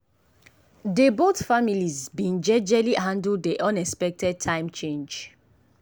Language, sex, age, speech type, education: Nigerian Pidgin, female, 15-29, spontaneous, tertiary